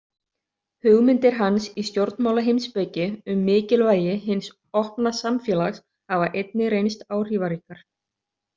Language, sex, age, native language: Icelandic, other, 30-39, Icelandic